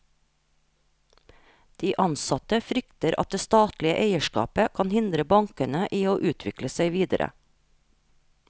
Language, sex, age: Norwegian, female, 43